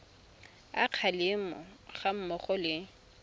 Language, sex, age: Tswana, female, 24